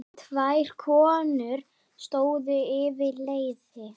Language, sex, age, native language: Icelandic, male, 10, Icelandic